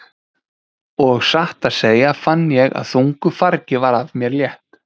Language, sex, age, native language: Icelandic, male, 30-39, Icelandic